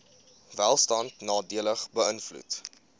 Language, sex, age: Afrikaans, male, 20